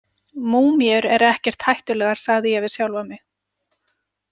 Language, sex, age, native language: Icelandic, female, 40-49, Icelandic